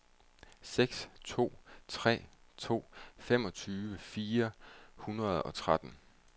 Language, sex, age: Danish, male, 31